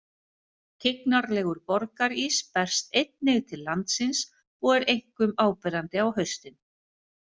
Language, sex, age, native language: Icelandic, female, 50-59, Icelandic